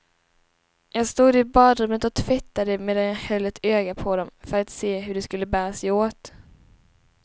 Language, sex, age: Swedish, female, 19